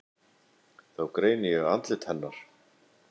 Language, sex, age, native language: Icelandic, female, 8, Icelandic